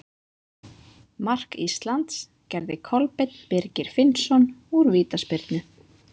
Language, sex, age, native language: Icelandic, female, 20-29, Icelandic